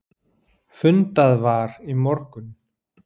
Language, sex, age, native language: Icelandic, male, 40-49, Icelandic